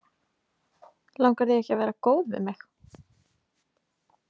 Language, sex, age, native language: Icelandic, female, 20-29, Icelandic